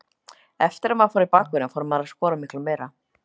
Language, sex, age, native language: Icelandic, other, 30-39, Icelandic